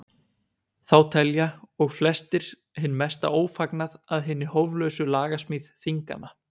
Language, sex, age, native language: Icelandic, male, 20-29, Icelandic